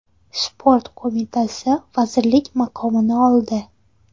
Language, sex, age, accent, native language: Uzbek, female, 18-24, Surxondaryo, Uzbek